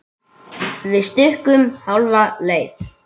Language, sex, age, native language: Icelandic, male, 8, Icelandic